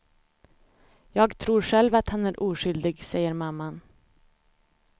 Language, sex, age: Swedish, female, 25